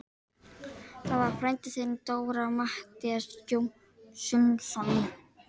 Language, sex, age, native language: Icelandic, female, 12, Icelandic